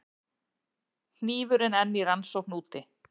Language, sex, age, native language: Icelandic, female, 40-49, Icelandic